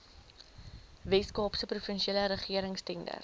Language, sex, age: Afrikaans, female, 19